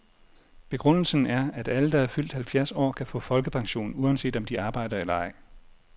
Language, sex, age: Danish, male, 40